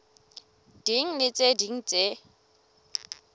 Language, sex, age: Southern Sotho, female, 18